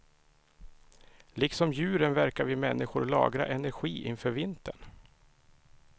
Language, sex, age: Swedish, male, 31